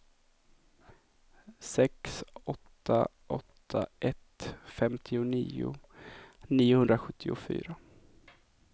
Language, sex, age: Swedish, male, 24